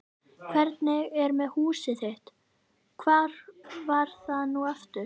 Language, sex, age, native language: Icelandic, female, 11, Icelandic